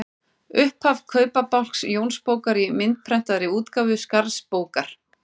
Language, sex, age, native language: Icelandic, female, 40-49, Icelandic